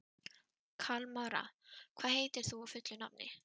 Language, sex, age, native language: Icelandic, female, 12, Icelandic